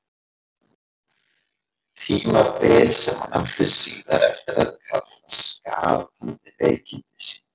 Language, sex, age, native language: Icelandic, male, 40-49, Icelandic